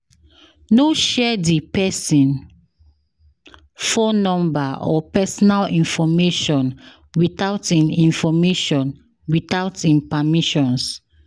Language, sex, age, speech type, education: Nigerian Pidgin, female, 15-29, spontaneous, tertiary